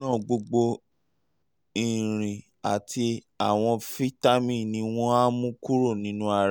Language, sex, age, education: Yoruba, male, 30-45, tertiary